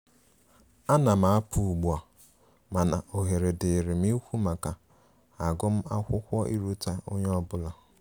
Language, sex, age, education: Igbo, male, 15-29, tertiary